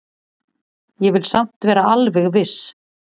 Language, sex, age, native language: Icelandic, female, 40-49, Icelandic